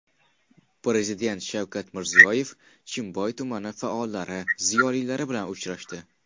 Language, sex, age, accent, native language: Uzbek, male, 19-29, Qashqadaryo, Uzbek